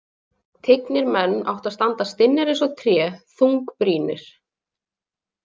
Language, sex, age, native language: Icelandic, female, 20-29, Icelandic